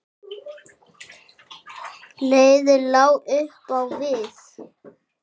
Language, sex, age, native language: Icelandic, male, 7, Icelandic